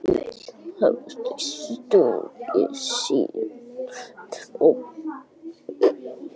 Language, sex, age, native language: Icelandic, male, 10, Icelandic